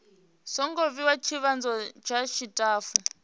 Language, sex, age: Venda, female, 28